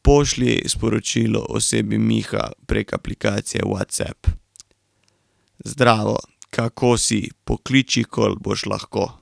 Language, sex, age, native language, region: Slovenian, male, 18-29, Slovenian, Carinthia region